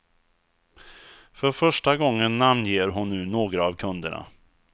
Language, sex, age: Swedish, male, 34